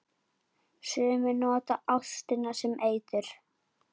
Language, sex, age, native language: Icelandic, female, 9, Icelandic